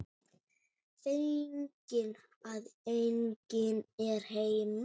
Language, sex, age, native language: Icelandic, female, 9, Icelandic